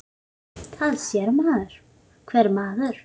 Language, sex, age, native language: Icelandic, female, 9, Icelandic